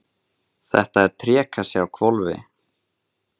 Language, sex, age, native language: Icelandic, male, 20-29, Icelandic